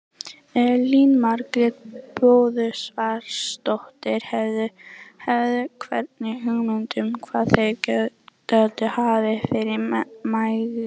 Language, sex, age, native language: Icelandic, female, 18-19, Icelandic